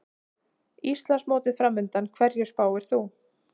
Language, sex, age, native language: Icelandic, female, 30-39, Icelandic